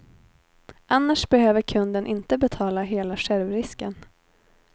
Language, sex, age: Swedish, female, 19